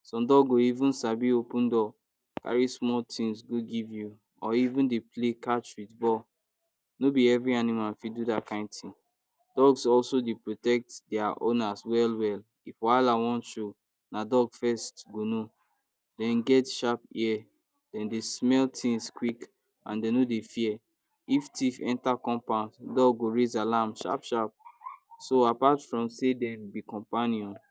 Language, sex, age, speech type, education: Nigerian Pidgin, male, 46-60, spontaneous, tertiary